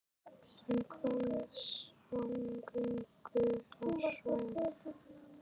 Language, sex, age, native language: Icelandic, female, 11, Icelandic